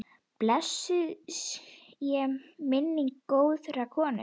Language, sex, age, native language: Icelandic, female, 10, Icelandic